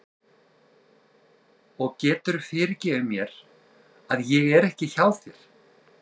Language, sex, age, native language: Icelandic, male, 30-39, Icelandic